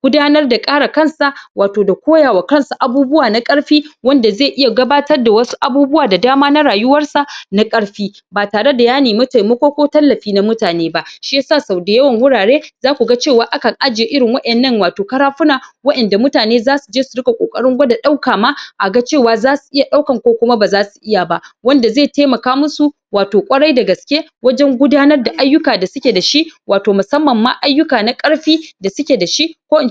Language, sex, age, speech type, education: Hausa, female, 30-45, spontaneous, tertiary